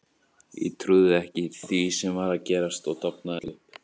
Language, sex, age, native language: Icelandic, male, 18-19, Icelandic